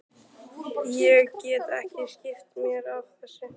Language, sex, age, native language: Icelandic, male, 12, Icelandic